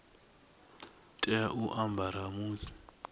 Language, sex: Venda, male